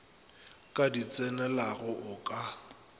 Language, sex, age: Northern Sotho, male, 25